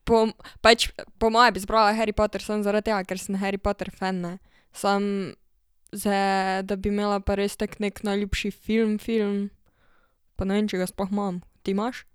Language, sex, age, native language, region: Slovenian, female, 12-17, Slovenian, Savinja region